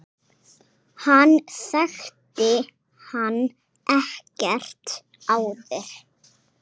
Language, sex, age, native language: Icelandic, female, 5, Icelandic